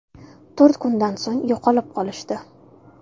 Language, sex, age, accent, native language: Uzbek, female, 19-29, Toshkent shahri, Uzbek